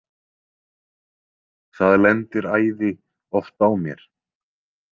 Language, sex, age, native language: Icelandic, male, 20-29, Icelandic